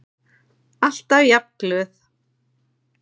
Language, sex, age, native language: Icelandic, male, 9, Icelandic